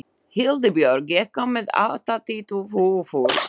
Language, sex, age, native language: Icelandic, female, 20-29, Slovak